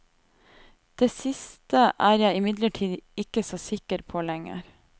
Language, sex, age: Norwegian, female, 28